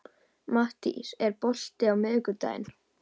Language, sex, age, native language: Icelandic, female, 18-19, Icelandic